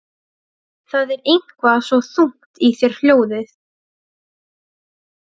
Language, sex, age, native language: Icelandic, female, 12, Serbo-Croatian